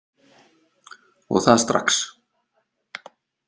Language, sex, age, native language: Icelandic, male, 50-59, Icelandic